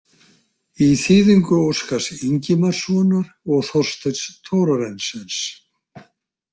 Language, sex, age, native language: Icelandic, male, 60-69, Icelandic